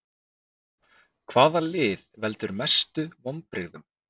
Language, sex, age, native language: Icelandic, male, 20-29, Icelandic